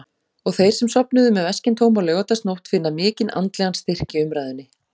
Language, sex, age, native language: Icelandic, female, 40-49, Icelandic